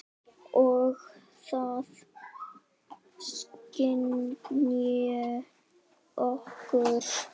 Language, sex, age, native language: Icelandic, female, 9, Icelandic